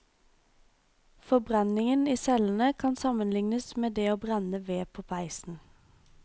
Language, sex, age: Norwegian, female, 26